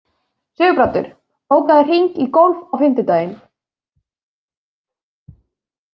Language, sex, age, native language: Icelandic, female, 20-29, Icelandic